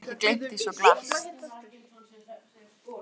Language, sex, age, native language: Icelandic, female, 13, Icelandic